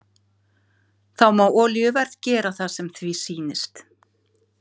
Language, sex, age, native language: Icelandic, female, 50-59, Icelandic